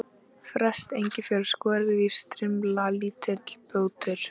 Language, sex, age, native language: Icelandic, female, 13, Icelandic